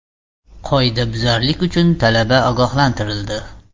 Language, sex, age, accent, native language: Uzbek, male, 35+, Namangan, Uzbek